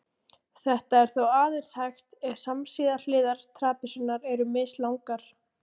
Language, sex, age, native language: Icelandic, female, 18-19, Icelandic